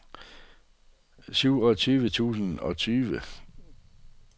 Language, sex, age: Danish, male, 48